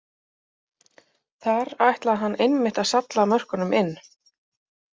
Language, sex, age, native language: Icelandic, female, 30-39, Icelandic